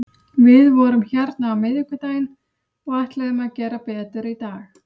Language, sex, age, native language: Icelandic, female, 30-39, Icelandic